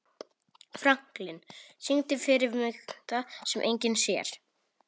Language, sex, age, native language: Icelandic, male, 18-19, Polish